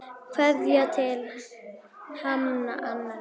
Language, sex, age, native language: Icelandic, female, 9, Icelandic